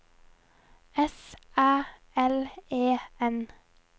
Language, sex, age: Norwegian, female, 22